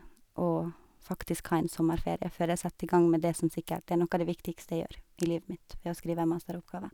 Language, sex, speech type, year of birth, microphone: Norwegian, female, spontaneous, 1985, Sennheiser